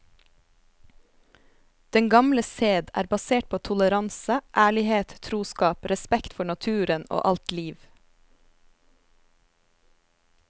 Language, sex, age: Norwegian, female, 27